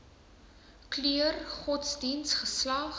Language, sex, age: Afrikaans, female, 19